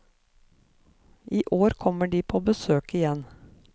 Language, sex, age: Norwegian, female, 54